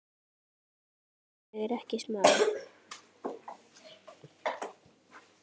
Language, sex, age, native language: Icelandic, female, 10, Icelandic